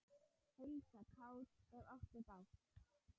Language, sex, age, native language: Icelandic, female, 10, Icelandic